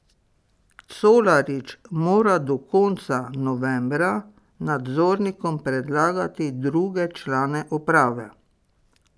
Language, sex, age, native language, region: Slovenian, female, 60+, Slovenian, Pomurje region